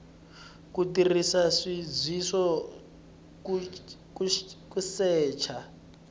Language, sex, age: Tsonga, male, 20